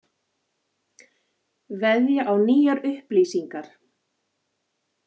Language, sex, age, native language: Icelandic, female, 40-49, Icelandic